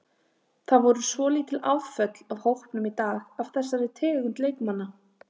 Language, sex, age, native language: Icelandic, female, 30-39, Icelandic